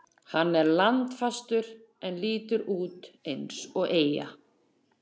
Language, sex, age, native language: Icelandic, female, 40-49, Icelandic